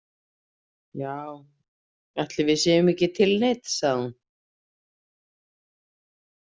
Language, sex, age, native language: Icelandic, female, 30-39, Icelandic